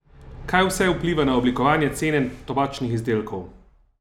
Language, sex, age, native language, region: Slovenian, male, 30-49, Slovenian, Savinja region